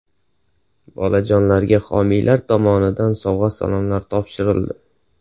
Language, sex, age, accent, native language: Uzbek, male, 18-24, Andijon, Uzbek